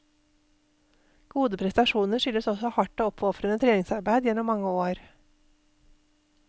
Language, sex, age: Norwegian, female, 48